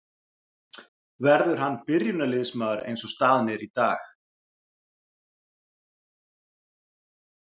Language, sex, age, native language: Icelandic, male, 40-49, Icelandic